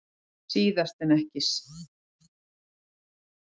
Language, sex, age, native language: Icelandic, female, 40-49, Icelandic